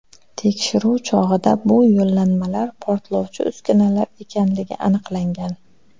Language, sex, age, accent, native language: Uzbek, female, 30-39, Xorazm, Uzbek